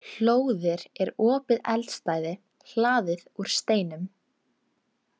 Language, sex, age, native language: Icelandic, female, 18-19, Icelandic